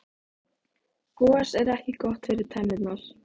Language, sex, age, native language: Icelandic, female, 18-19, Icelandic